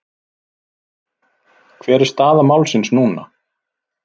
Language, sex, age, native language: Icelandic, male, 40-49, Icelandic